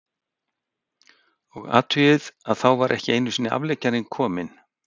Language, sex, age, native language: Icelandic, male, 60-69, Icelandic